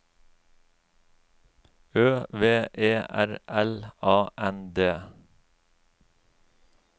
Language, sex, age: Norwegian, male, 36